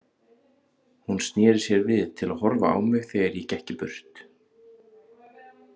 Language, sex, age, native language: Icelandic, male, 30-39, Icelandic